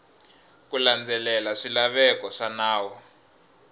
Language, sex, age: Tsonga, male, 21